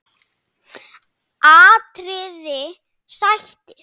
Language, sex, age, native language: Icelandic, male, 7, Icelandic